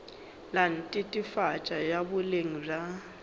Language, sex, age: Northern Sotho, female, 29